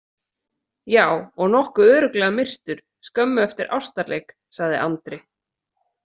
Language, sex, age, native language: Icelandic, female, 30-39, Icelandic